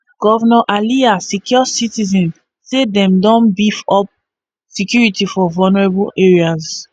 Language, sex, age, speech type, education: Nigerian Pidgin, female, 15-29, spontaneous, tertiary